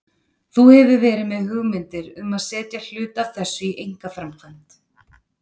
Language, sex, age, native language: Icelandic, female, 30-39, Icelandic